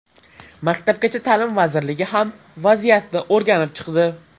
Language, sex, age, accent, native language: Uzbek, male, 12-17, Farg'ona, Uzbek